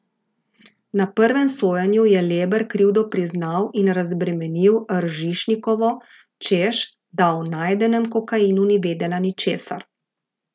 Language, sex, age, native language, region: Slovenian, female, 50-59, Slovenian, Gorica region